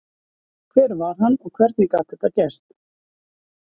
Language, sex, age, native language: Icelandic, female, 50-59, Icelandic